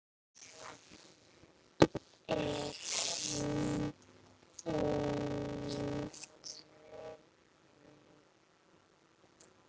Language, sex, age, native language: Icelandic, female, 8, Icelandic